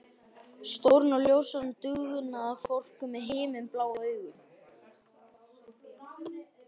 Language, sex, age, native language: Icelandic, male, 12, Icelandic